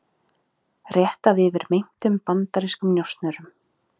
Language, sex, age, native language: Icelandic, female, 30-39, Icelandic